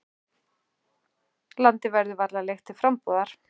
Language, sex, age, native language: Icelandic, male, 11, Icelandic